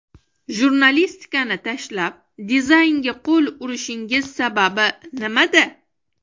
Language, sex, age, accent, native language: Uzbek, female, 25-34, Toshkent shahri, Uzbek